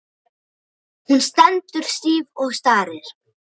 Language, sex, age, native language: Icelandic, male, 7, Icelandic